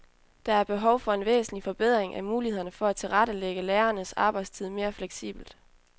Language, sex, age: Danish, female, 20